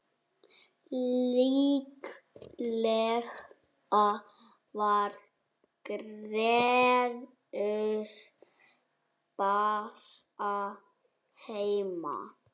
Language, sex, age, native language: Icelandic, male, 6, Icelandic